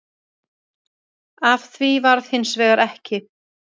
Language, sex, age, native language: Icelandic, female, 30-39, Icelandic